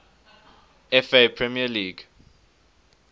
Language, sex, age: English, male, 19